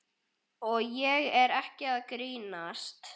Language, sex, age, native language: Icelandic, male, 11, Icelandic